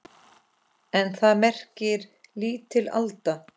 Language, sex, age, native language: Icelandic, female, 10, Icelandic